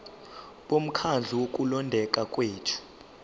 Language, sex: Zulu, male